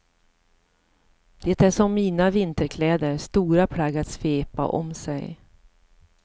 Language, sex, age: Swedish, female, 54